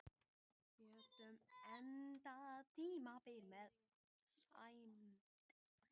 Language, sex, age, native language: Icelandic, female, 18-19, Icelandic